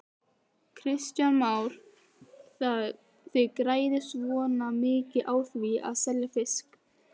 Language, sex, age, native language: Icelandic, female, 18-19, Icelandic